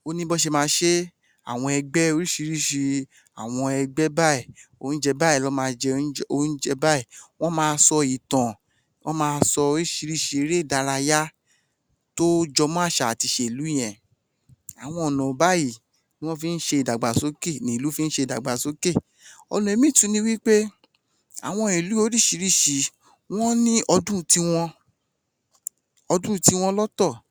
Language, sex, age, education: Yoruba, male, 30-45, tertiary